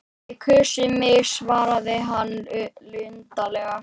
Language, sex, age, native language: Icelandic, female, 11, Icelandic